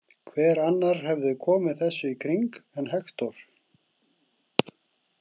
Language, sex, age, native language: Icelandic, male, 40-49, Icelandic